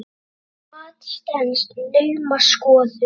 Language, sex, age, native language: Icelandic, male, 9, Icelandic